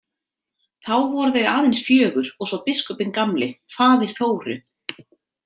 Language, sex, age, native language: Icelandic, female, 30-39, Icelandic